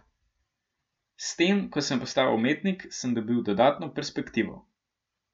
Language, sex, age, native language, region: Slovenian, male, 12-17, Slovenian, Gorenjska region